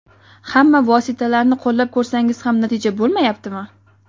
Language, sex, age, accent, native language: Uzbek, female, 18-24, Qoraqalpog'iston, Uzbek